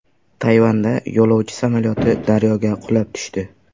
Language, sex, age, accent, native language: Uzbek, male, 18-24, Sirdaryo, Uzbek